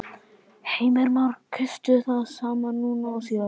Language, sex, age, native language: Icelandic, male, 11, Icelandic